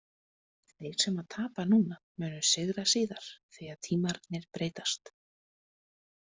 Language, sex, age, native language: Icelandic, female, 20-29, Icelandic